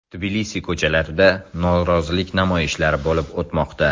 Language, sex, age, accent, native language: Uzbek, male, 18-24, Samarqand, Uzbek